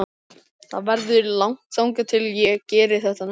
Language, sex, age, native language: Icelandic, male, 13, Icelandic